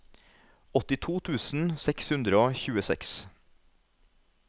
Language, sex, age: Norwegian, male, 33